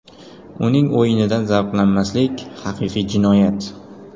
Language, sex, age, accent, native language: Uzbek, male, 18-24, Qoraqalpog'iston, Uzbek